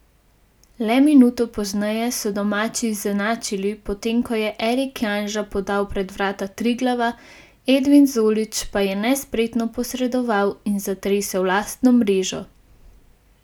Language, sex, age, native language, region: Slovenian, female, 18-29, Slovenian, Gorenjska region